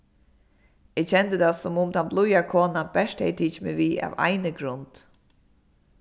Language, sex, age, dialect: Faroese, female, 15-35, Suðurstreymoy